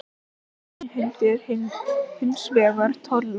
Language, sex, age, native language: Icelandic, male, 18-19, Icelandic